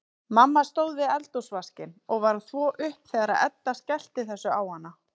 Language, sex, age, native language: Icelandic, female, 30-39, Icelandic